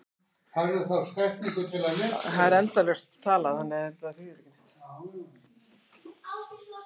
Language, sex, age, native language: Icelandic, female, 18-19, Icelandic